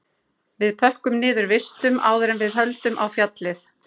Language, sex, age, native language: Icelandic, female, 30-39, Icelandic